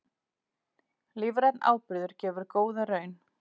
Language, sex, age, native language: Icelandic, female, 40-49, Icelandic